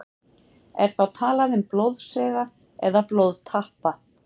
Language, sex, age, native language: Icelandic, female, 50-59, Icelandic